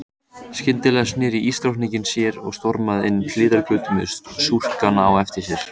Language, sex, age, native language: Icelandic, male, 18-19, Icelandic